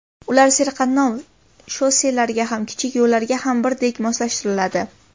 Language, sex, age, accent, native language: Uzbek, female, 18-24, Andijon, Uzbek